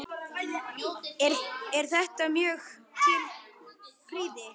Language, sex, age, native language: Icelandic, male, 10, Icelandic